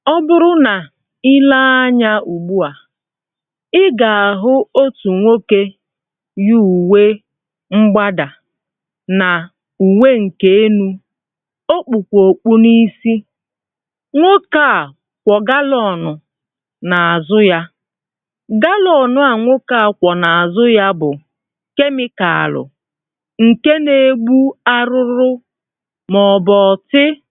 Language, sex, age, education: Igbo, female, 30-45, primary